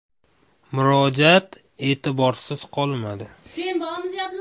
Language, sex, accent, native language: Uzbek, male, Farg'ona, Uzbek